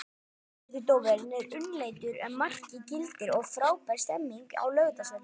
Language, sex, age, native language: Icelandic, male, 20-29, Icelandic